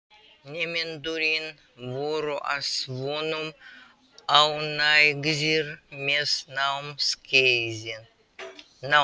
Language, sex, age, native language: Icelandic, female, 80-89, Russian